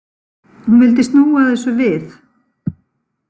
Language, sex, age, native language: Icelandic, female, 50-59, Icelandic